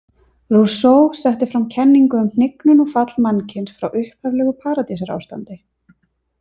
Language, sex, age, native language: Icelandic, female, 30-39, Icelandic